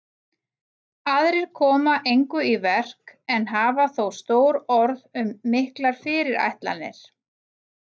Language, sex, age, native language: Icelandic, female, 40-49, Icelandic